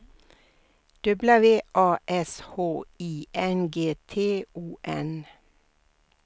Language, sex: Swedish, female